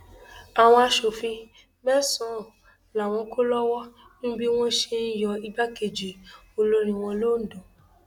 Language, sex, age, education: Yoruba, female, 15-29, tertiary